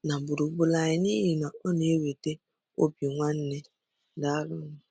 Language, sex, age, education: Igbo, female, 15-29, secondary